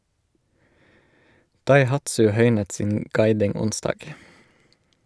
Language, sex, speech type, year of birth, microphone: Norwegian, male, read, 1986, Shure